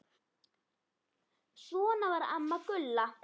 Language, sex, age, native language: Icelandic, female, 10, Icelandic